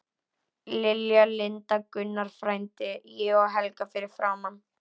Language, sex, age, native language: Icelandic, female, 11, Icelandic